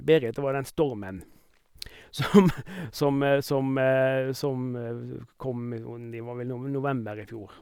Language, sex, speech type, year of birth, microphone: Norwegian, male, spontaneous, 1958, Sennheiser